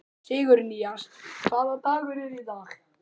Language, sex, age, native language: Icelandic, male, 11, Icelandic